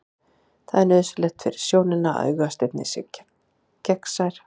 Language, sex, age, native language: Icelandic, female, 40-49, Icelandic